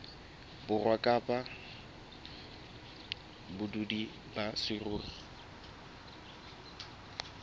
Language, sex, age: Southern Sotho, male, 21